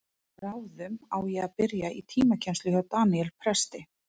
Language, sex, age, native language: Icelandic, female, 30-39, Icelandic